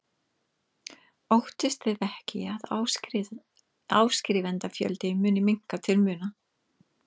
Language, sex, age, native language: Icelandic, female, 50-59, English